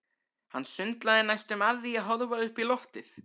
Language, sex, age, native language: Icelandic, male, 13, Icelandic